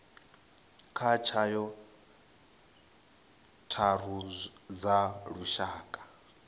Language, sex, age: Venda, male, 21